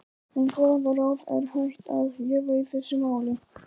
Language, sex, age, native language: Icelandic, male, 11, Polish